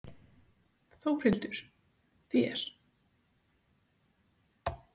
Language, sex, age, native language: Icelandic, female, 30-39, Icelandic